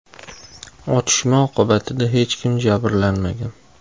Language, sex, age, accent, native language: Uzbek, male, 25-34, Toshkent shahri, Uzbek